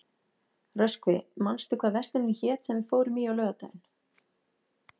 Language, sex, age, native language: Icelandic, female, 40-49, Icelandic